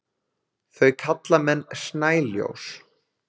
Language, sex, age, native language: Icelandic, male, 20-29, Icelandic